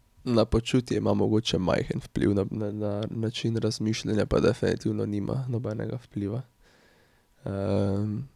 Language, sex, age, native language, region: Slovenian, male, 18-29, Slovenian, Drava region